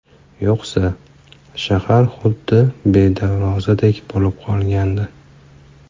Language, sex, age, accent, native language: Uzbek, male, 25-34, Farg'ona, Uzbek